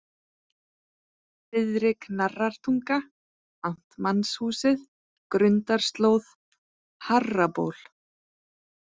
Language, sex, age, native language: Icelandic, female, 40-49, Icelandic